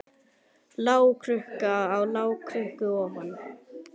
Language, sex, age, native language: Icelandic, male, 9, Icelandic